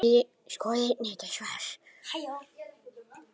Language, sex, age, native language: Icelandic, male, 10, Icelandic